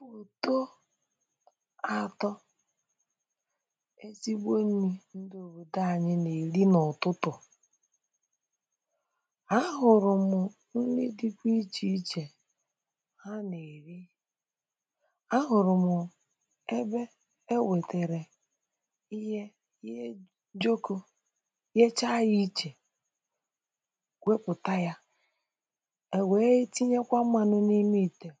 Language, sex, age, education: Igbo, female, 30-45, tertiary